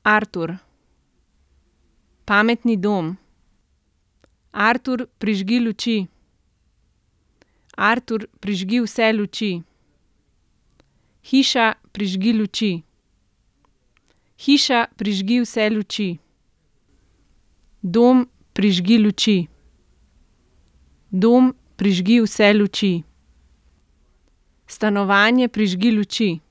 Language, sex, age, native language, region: Slovenian, female, 30-49, Slovenian, Central Slovenia